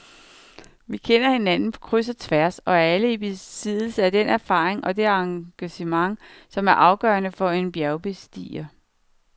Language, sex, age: Danish, female, 49